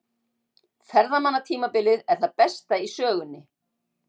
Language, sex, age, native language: Icelandic, female, 60-69, Icelandic